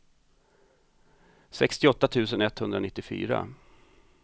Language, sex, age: Swedish, male, 45